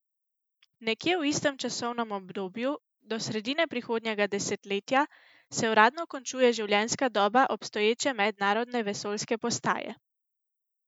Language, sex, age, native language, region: Slovenian, female, 18-29, Slovenian, Central Slovenia